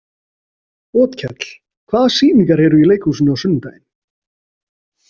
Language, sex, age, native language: Icelandic, male, 40-49, Icelandic